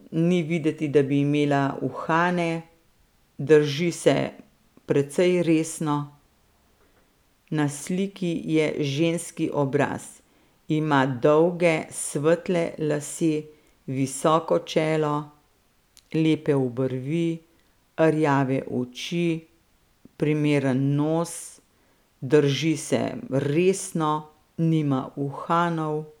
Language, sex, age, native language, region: Slovenian, female, 50-59, Slovenian, Central Slovenia